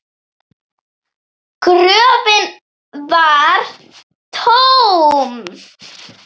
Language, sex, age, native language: Icelandic, female, 8, Icelandic